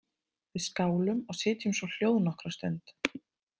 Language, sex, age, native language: Icelandic, female, 30-39, Icelandic